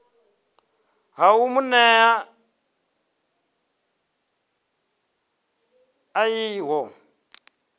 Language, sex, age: Venda, male, 23